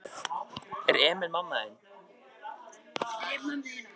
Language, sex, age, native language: Icelandic, male, 13, Icelandic